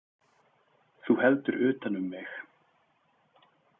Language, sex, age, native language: Icelandic, male, 30-39, Icelandic